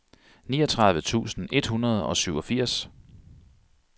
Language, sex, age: Danish, male, 42